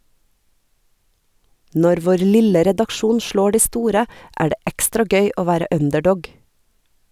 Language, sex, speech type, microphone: Norwegian, female, read, Sennheiser